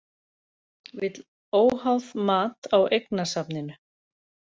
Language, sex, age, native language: Icelandic, other, 40-49, Icelandic